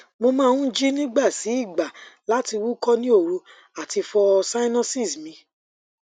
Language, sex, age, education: Yoruba, female, 30-45, tertiary